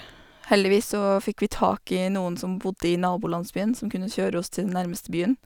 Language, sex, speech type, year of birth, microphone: Norwegian, female, spontaneous, 1987, Sennheiser